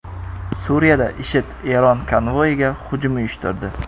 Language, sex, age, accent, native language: Uzbek, male, 18-24, Jizzax, Uzbek